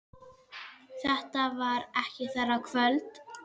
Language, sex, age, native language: Icelandic, female, 10, Icelandic